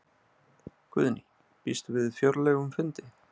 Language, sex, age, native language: Icelandic, male, 30-39, Icelandic